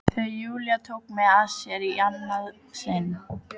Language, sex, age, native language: Icelandic, female, 12, Icelandic